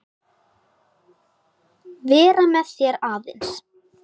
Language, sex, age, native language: Icelandic, female, 10, Icelandic